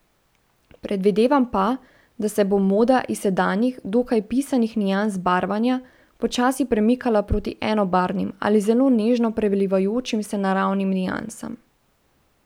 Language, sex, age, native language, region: Slovenian, female, 18-29, Slovenian, Central Slovenia